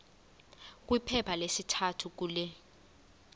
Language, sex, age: Xhosa, female, 20